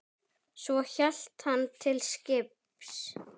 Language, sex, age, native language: Icelandic, female, 10, Icelandic